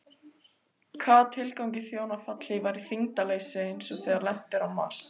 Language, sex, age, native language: Icelandic, female, 18-19, Icelandic